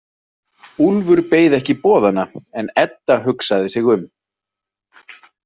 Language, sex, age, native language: Icelandic, male, 30-39, Icelandic